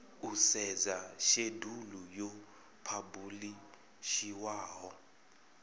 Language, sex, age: Venda, male, 33